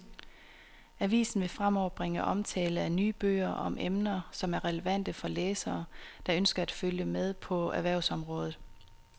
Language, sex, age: Danish, female, 26